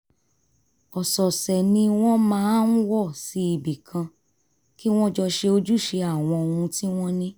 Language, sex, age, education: Yoruba, female, 30-45, tertiary